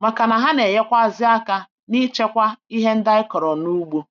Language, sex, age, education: Igbo, female, 46-60, tertiary